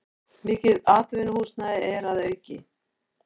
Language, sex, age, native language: Icelandic, female, 40-49, Icelandic